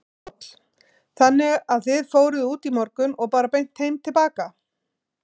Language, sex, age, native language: Icelandic, female, 50-59, Icelandic